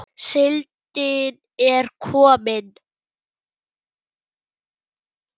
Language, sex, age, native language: Icelandic, male, 8, German